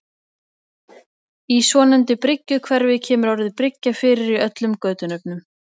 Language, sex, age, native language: Icelandic, female, 20-29, Icelandic